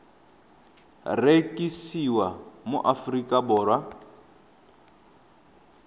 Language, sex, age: Tswana, male, 31